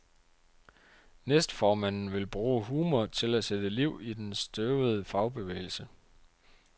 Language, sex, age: Danish, male, 30